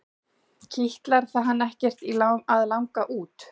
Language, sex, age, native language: Icelandic, female, 40-49, Icelandic